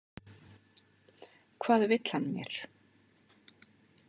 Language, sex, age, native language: Icelandic, female, 50-59, Icelandic